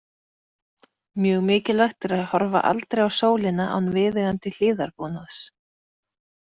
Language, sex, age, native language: Icelandic, female, 30-39, Icelandic